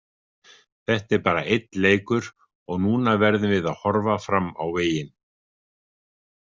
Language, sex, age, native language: Icelandic, male, 50-59, Icelandic